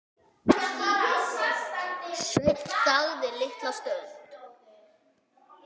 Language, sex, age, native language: Icelandic, male, 8, Icelandic